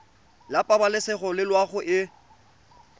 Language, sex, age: Tswana, male, 25